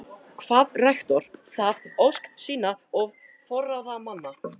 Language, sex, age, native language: Icelandic, male, 13, Icelandic